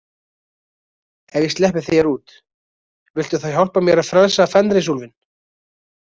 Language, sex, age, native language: Icelandic, male, 20-29, Icelandic